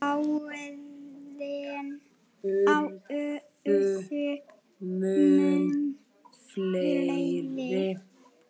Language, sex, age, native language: Icelandic, male, 7, Icelandic